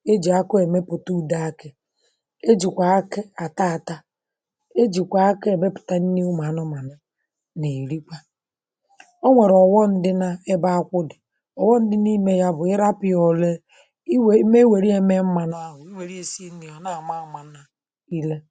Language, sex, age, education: Igbo, female, 30-45, primary